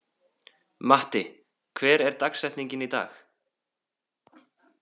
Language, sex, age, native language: Icelandic, male, 18-19, Icelandic